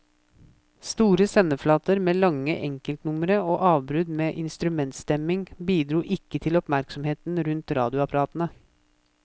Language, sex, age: Norwegian, male, 24